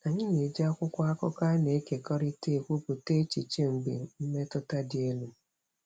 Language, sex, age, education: Igbo, female, 30-45, tertiary